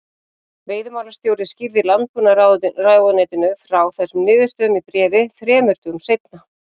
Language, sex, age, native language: Icelandic, female, 40-49, Icelandic